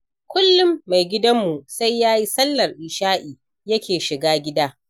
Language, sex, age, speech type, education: Hausa, female, 60+, read, primary